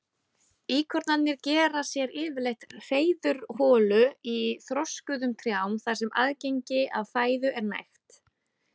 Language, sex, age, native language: Icelandic, female, 30-39, Icelandic